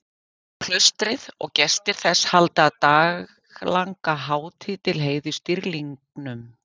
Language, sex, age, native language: Icelandic, female, 50-59, Icelandic